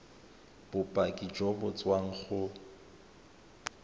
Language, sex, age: Tswana, male, 31